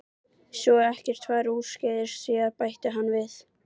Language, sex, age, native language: Icelandic, female, 12, Icelandic